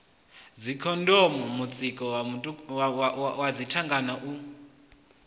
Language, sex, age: Venda, male, 21